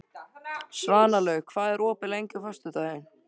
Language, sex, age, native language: Icelandic, male, 13, Icelandic